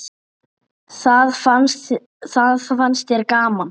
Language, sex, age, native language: Icelandic, male, 8, Icelandic